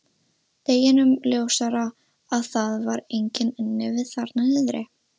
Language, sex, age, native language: Icelandic, female, 13, Russian